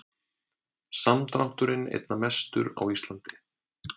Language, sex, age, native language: Icelandic, male, 30-39, Icelandic